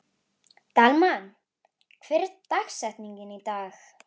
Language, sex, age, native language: Icelandic, female, 11, Icelandic